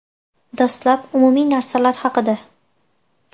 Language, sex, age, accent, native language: Uzbek, female, 18-24, Andijon, Uzbek